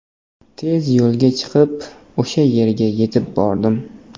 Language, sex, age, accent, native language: Uzbek, male, 18-24, Namangan, Uzbek